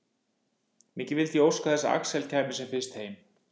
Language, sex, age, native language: Icelandic, male, 50-59, Icelandic